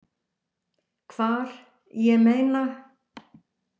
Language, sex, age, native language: Icelandic, female, 60-69, Icelandic